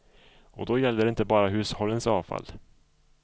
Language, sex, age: Swedish, male, 34